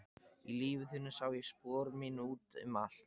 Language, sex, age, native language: Icelandic, male, 14, Icelandic